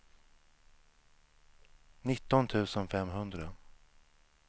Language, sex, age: Swedish, male, 37